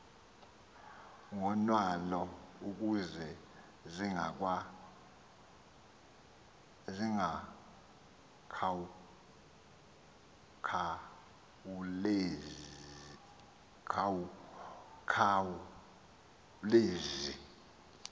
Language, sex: Xhosa, male